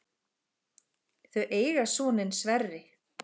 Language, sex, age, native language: Icelandic, female, 10, Icelandic